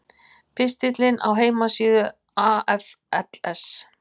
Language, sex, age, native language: Icelandic, female, 50-59, Icelandic